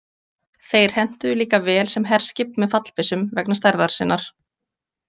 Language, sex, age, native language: Icelandic, female, 20-29, Icelandic